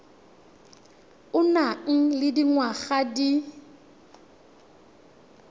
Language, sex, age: Tswana, female, 21